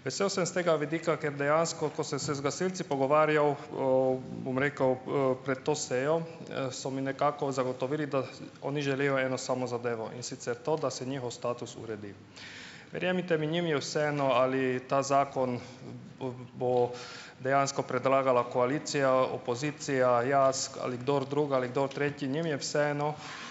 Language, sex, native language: Slovenian, male, Hungarian